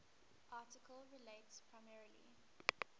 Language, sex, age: English, female, 19